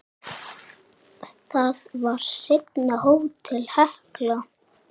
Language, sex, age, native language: Icelandic, male, 8, Icelandic